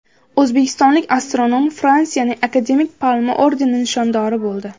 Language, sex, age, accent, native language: Uzbek, female, under 19, Samarqand, Uzbek